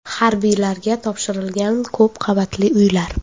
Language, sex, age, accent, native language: Uzbek, female, 18-24, Toshkent shahri, Uzbek